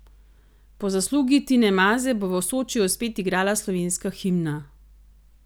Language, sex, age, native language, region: Slovenian, female, 30-49, Slovenian, Gorenjska region